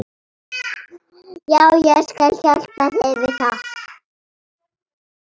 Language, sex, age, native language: Icelandic, male, 30-39, Icelandic